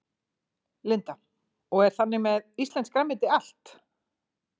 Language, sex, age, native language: Icelandic, female, 40-49, Icelandic